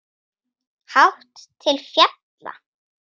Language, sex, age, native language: Icelandic, female, 9, Icelandic